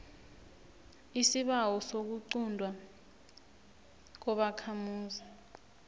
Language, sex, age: South Ndebele, female, 21